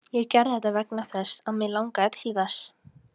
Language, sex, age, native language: Icelandic, female, 18-19, Icelandic